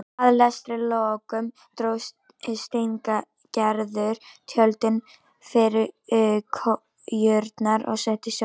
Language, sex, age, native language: Icelandic, female, 18-19, Icelandic